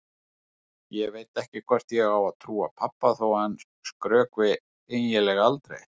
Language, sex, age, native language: Icelandic, male, 50-59, Icelandic